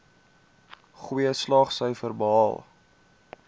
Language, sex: Afrikaans, male